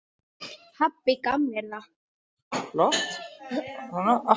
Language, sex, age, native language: Icelandic, female, 60-69, Icelandic